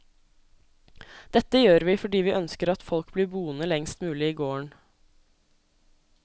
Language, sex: Norwegian, female